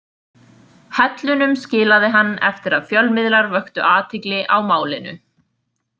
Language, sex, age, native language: Icelandic, female, 20-29, Icelandic